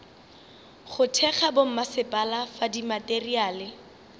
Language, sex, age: Northern Sotho, female, 24